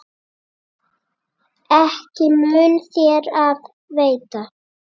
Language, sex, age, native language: Icelandic, female, 8, Icelandic